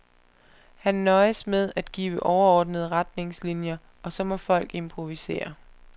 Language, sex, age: Danish, female, 25